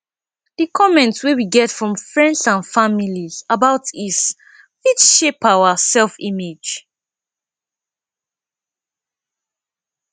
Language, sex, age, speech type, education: Nigerian Pidgin, female, 15-29, spontaneous, tertiary